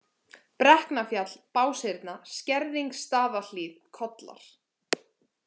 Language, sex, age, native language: Icelandic, female, 18-19, Icelandic